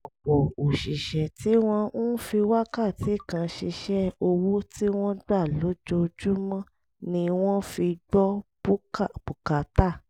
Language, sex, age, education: Yoruba, female, 30-45, tertiary